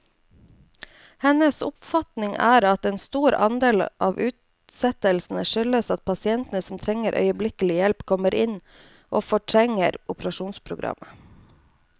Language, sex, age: Norwegian, female, 29